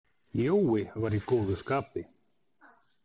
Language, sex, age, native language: Icelandic, male, 40-49, Icelandic